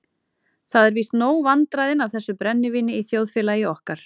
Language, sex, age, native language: Icelandic, female, 30-39, Icelandic